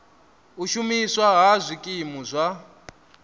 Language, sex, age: Venda, male, 27